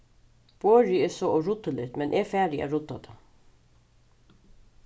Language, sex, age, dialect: Faroese, female, 36-60, Suðurstreymoy